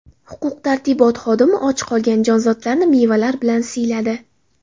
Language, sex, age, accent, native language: Uzbek, female, 18-24, Xorazm, Uzbek